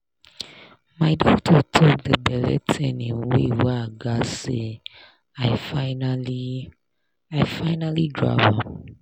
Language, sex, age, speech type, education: Nigerian Pidgin, female, 30-45, spontaneous, tertiary